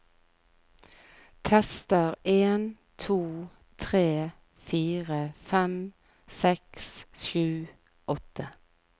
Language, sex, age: Norwegian, female, 41